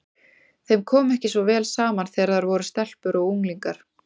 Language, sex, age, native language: Icelandic, female, 20-29, Icelandic